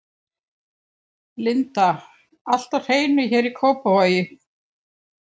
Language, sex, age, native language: Icelandic, female, 70-79, Icelandic